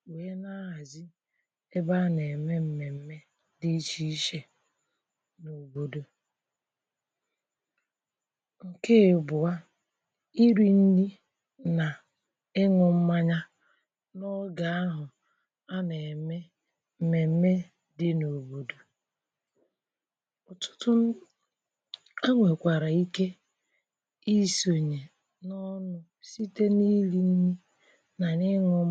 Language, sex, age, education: Igbo, female, 46-60, tertiary